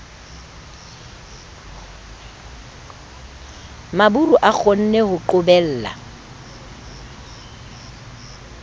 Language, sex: Southern Sotho, female